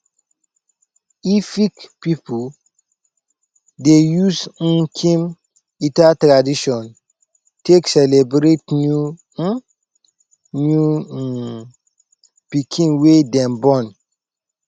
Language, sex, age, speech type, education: Nigerian Pidgin, male, 15-29, spontaneous, tertiary